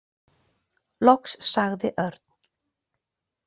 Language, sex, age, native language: Icelandic, female, 40-49, Icelandic